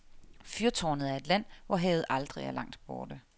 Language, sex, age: Danish, female, 30